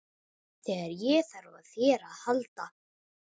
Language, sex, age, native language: Icelandic, male, 12, Icelandic